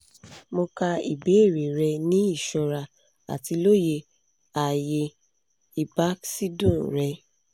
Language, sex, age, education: Yoruba, female, 15-29, tertiary